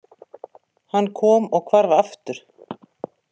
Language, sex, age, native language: Icelandic, female, 50-59, Icelandic